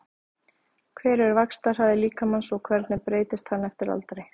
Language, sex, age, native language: Icelandic, female, 30-39, Icelandic